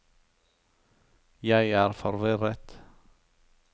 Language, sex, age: Norwegian, male, 43